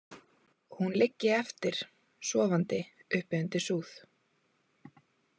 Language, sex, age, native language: Icelandic, female, 20-29, Icelandic